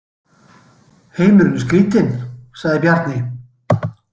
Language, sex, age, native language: Icelandic, male, 60-69, Icelandic